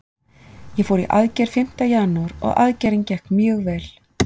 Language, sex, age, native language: Icelandic, female, 40-49, Icelandic